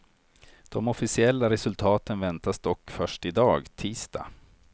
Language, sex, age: Swedish, male, 43